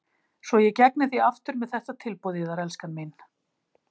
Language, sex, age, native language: Icelandic, female, 50-59, Icelandic